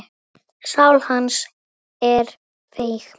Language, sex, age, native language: Icelandic, female, 9, Icelandic